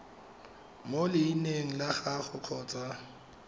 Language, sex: Tswana, male